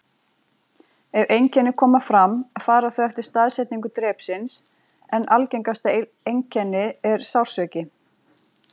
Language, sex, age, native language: Icelandic, female, 40-49, Icelandic